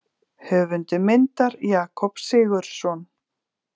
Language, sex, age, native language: Icelandic, female, 40-49, Icelandic